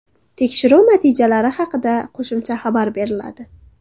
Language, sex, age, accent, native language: Uzbek, female, under 19, Toshkent shahri, Uzbek